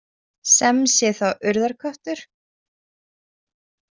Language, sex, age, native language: Icelandic, female, 20-29, Icelandic